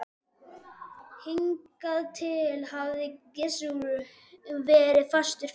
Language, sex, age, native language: Icelandic, male, 12, Icelandic